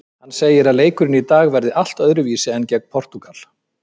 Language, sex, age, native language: Icelandic, male, 50-59, Icelandic